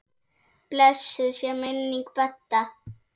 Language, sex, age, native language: Icelandic, female, 7, Icelandic